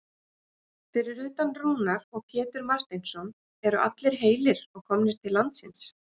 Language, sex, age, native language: Icelandic, female, 40-49, Icelandic